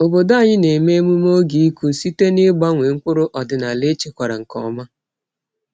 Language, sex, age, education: Igbo, female, 30-45, tertiary